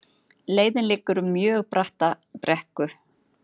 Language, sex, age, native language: Icelandic, female, 50-59, Icelandic